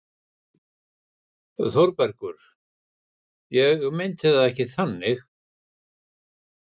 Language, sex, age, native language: Icelandic, male, 60-69, Icelandic